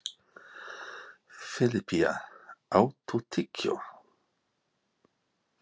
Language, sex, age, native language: Icelandic, male, 40-49, English